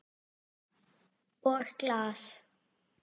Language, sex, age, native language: Icelandic, female, 6, Icelandic